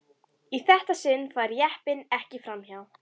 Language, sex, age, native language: Icelandic, female, 11, Icelandic